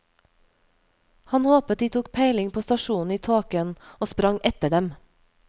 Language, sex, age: Norwegian, female, 31